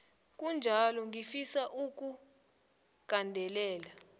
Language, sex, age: South Ndebele, female, 20